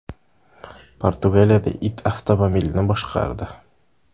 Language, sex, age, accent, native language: Uzbek, male, 18-24, Samarqand, Uzbek